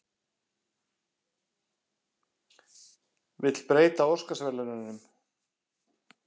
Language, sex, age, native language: Icelandic, male, 50-59, Icelandic